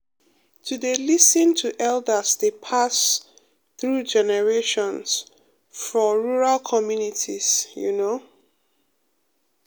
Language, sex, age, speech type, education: Nigerian Pidgin, female, 30-45, spontaneous, tertiary